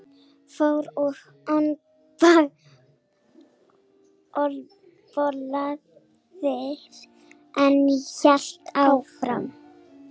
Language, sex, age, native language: Icelandic, female, 40-49, Icelandic